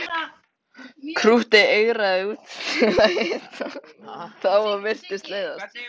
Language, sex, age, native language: Icelandic, male, 13, Icelandic